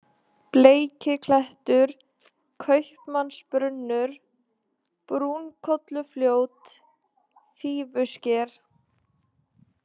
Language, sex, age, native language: Icelandic, female, 20-29, Icelandic